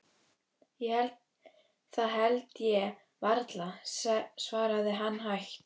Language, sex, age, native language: Icelandic, female, 12, Icelandic